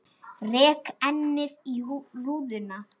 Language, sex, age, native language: Icelandic, female, 10, Icelandic